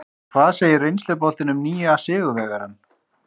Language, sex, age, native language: Icelandic, female, 30-39, Icelandic